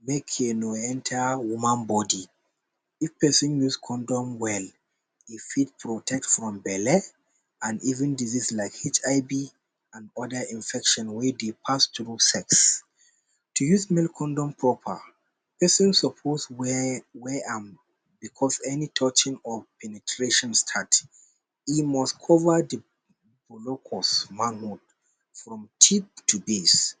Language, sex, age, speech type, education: Nigerian Pidgin, male, 15-29, spontaneous, tertiary